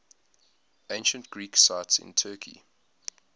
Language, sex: English, male